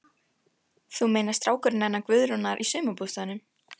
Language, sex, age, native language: Icelandic, female, 14, Icelandic